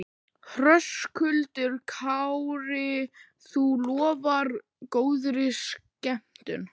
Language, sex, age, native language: Icelandic, male, 11, Icelandic